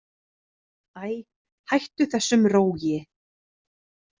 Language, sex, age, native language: Icelandic, female, 30-39, Icelandic